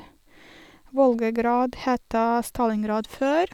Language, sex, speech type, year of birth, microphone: Norwegian, female, spontaneous, 1983, Sennheiser